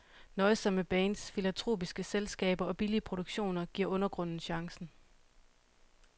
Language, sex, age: Danish, female, 31